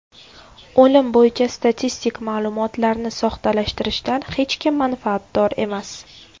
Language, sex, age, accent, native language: Uzbek, female, 18-24, Navoiy, Uzbek